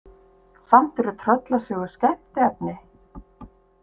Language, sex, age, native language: Icelandic, female, 50-59, Icelandic